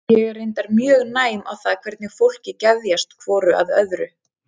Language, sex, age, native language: Icelandic, female, 30-39, Icelandic